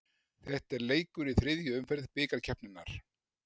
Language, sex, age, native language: Icelandic, male, 60-69, Icelandic